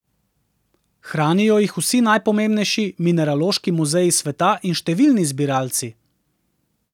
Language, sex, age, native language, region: Slovenian, male, 30-49, Slovenian, Central Slovenia